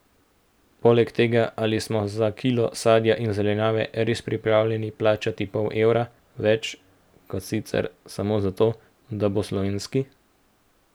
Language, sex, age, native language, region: Slovenian, male, 18-29, Slovenian, Central Slovenia